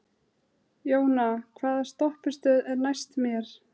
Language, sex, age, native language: Icelandic, female, 30-39, Icelandic